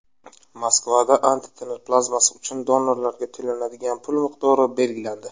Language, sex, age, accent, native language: Uzbek, male, 19-29, Buxoro, Uzbek